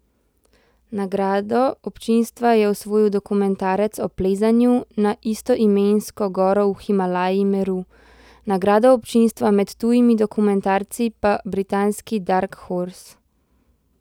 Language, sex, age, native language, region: Slovenian, female, 18-29, Slovenian, Central Slovenia